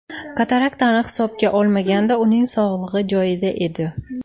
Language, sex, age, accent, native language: Uzbek, female, 19-29, Toshkent shahri, Uzbek